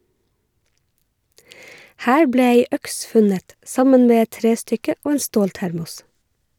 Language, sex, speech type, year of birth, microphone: Norwegian, female, read, 1969, Shure